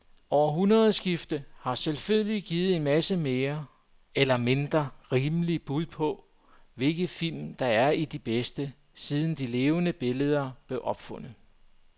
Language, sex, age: Danish, male, 44